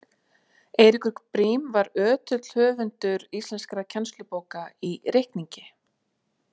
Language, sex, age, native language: Icelandic, female, 40-49, Icelandic